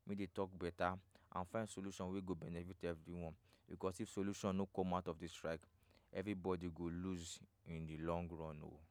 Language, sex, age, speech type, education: Nigerian Pidgin, male, 15-29, spontaneous, tertiary